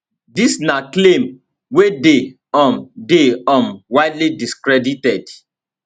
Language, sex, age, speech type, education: Nigerian Pidgin, male, 30-45, spontaneous, tertiary